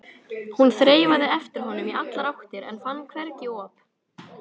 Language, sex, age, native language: Icelandic, female, 18-19, Icelandic